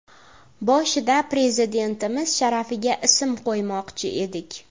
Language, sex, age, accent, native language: Uzbek, female, 18-24, Navoiy, Uzbek